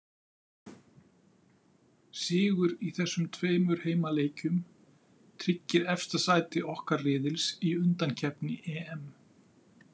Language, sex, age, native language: Icelandic, male, 50-59, Icelandic